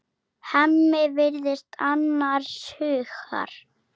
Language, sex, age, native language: Icelandic, female, 7, Icelandic